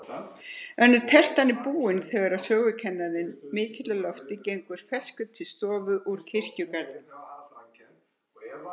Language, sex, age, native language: Icelandic, female, 70-79, Icelandic